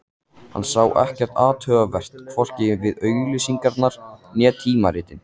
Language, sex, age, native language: Icelandic, male, 14, Icelandic